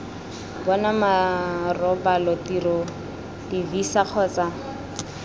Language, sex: Tswana, female